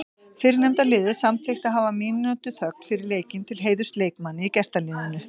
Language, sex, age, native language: Icelandic, female, 50-59, Icelandic